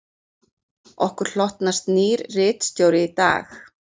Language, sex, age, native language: Icelandic, female, 40-49, Icelandic